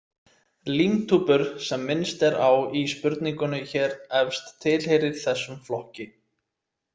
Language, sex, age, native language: Icelandic, male, 30-39, Icelandic